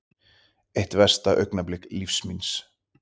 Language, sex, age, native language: Icelandic, male, 30-39, Icelandic